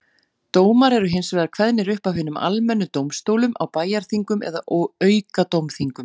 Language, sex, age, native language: Icelandic, female, 40-49, Icelandic